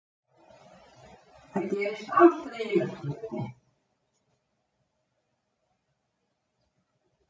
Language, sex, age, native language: Icelandic, female, 70-79, Icelandic